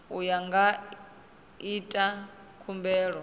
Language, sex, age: Venda, female, 26